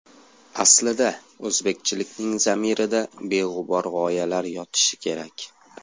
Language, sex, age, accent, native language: Uzbek, male, 18-24, Andijon, Uzbek